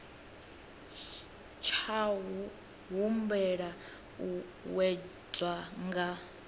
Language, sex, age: Venda, female, 18